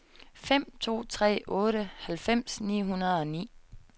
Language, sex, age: Danish, female, 22